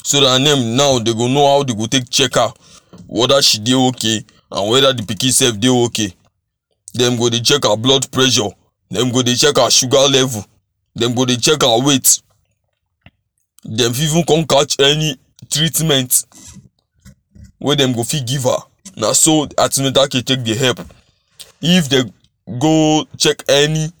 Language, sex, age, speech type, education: Nigerian Pidgin, male, 15-29, spontaneous, tertiary